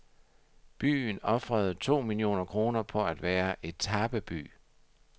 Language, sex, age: Danish, male, 60